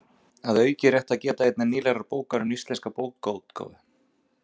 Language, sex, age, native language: Icelandic, male, 40-49, Icelandic